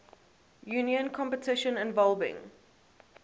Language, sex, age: English, female, 18